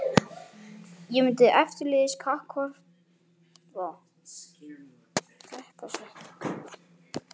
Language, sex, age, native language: Icelandic, male, 12, Icelandic